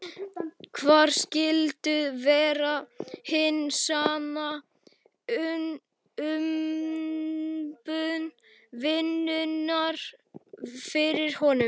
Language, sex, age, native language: Icelandic, male, 11, Icelandic